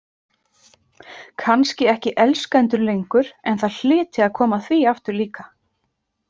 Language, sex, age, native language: Icelandic, female, 30-39, Icelandic